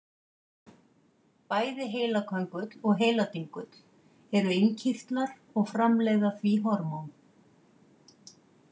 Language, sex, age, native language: Icelandic, female, 50-59, Icelandic